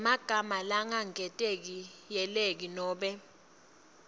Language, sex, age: Swati, female, 19